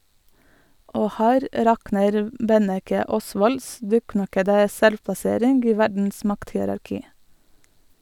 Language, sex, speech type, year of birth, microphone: Norwegian, female, read, 1986, Sennheiser